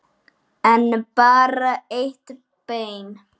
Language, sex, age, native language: Icelandic, male, 9, Icelandic